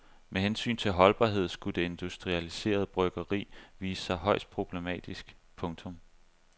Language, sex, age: Danish, male, 25